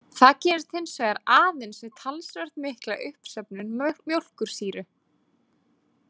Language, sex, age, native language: Icelandic, female, 20-29, Icelandic